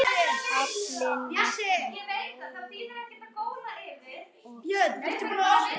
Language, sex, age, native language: Icelandic, male, 10, Icelandic